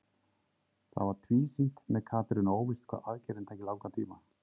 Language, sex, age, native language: Icelandic, male, 30-39, Icelandic